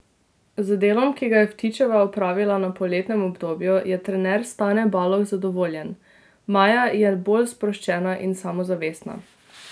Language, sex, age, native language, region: Slovenian, female, 18-29, Slovenian, Drava region